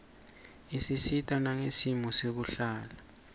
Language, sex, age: Swati, male, 24